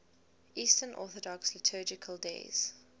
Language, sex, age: English, female, 19